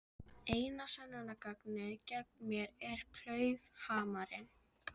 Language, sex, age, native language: Icelandic, female, 11, Icelandic